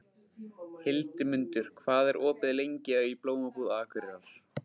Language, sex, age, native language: Icelandic, male, 15, Icelandic